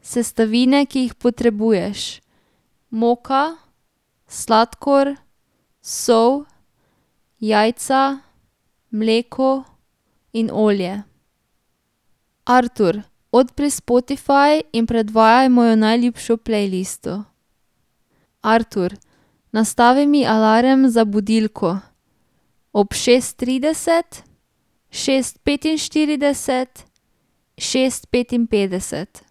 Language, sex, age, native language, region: Slovenian, female, 18-29, Slovenian, Drava region